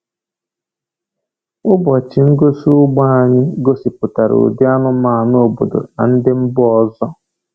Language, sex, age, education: Igbo, male, 15-29, tertiary